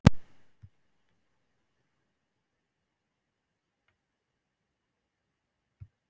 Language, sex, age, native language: Icelandic, female, 50-59, Icelandic